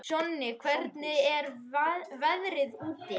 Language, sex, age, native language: Icelandic, male, 11, Icelandic